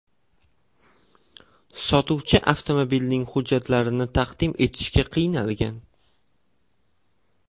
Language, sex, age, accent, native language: Uzbek, male, 18-24, Toshkent shahri, Uzbek